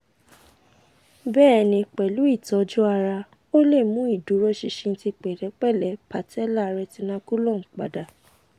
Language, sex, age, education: Yoruba, female, 15-29, tertiary